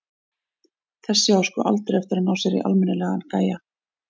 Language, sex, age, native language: Icelandic, female, 40-49, Icelandic